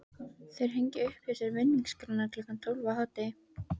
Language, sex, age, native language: Icelandic, female, 13, Icelandic